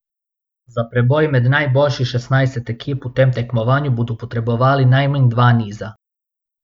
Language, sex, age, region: Slovenian, male, 18-29, Abroad